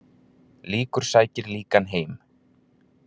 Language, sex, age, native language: Icelandic, male, 30-39, Icelandic